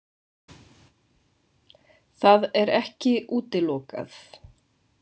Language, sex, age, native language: Icelandic, female, 20-29, Icelandic